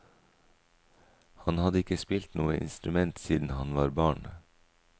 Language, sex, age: Norwegian, male, 44